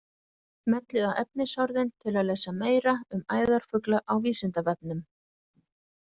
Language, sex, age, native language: Icelandic, female, 40-49, Icelandic